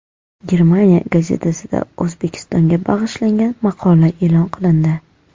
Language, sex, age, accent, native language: Uzbek, female, 18-24, Toshkent shahri, Uzbek